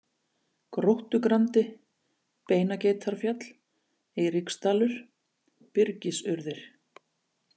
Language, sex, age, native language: Icelandic, female, 40-49, Icelandic